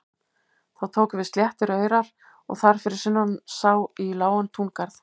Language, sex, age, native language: Icelandic, female, 50-59, Icelandic